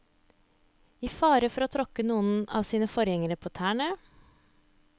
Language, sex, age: Norwegian, female, 30